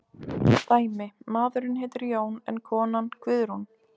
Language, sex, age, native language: Icelandic, female, 20-29, Icelandic